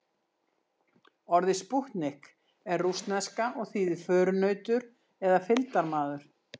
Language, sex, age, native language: Icelandic, female, 60-69, Icelandic